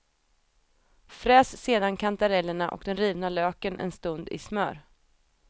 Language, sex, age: Swedish, female, 28